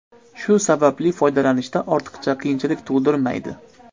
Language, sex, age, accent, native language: Uzbek, male, 25-34, Andijon, Uzbek